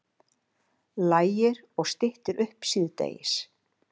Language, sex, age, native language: Icelandic, female, 60-69, Icelandic